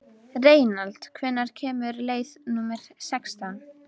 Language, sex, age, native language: Icelandic, female, 12, Icelandic